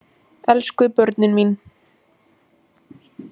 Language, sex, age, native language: Icelandic, female, 18-19, Icelandic